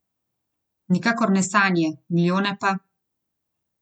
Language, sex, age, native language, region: Slovenian, female, 30-49, Slovenian, Gorenjska region